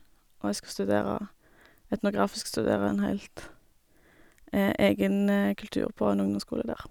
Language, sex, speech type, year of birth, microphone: Norwegian, female, spontaneous, 1987, Sennheiser